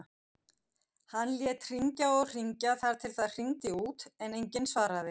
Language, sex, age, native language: Icelandic, female, 50-59, Icelandic